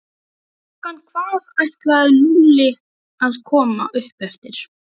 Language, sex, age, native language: Icelandic, female, 12, Icelandic